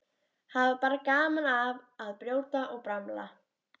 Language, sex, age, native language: Icelandic, female, 13, Icelandic